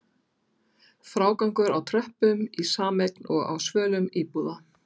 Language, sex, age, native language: Icelandic, female, 60-69, Icelandic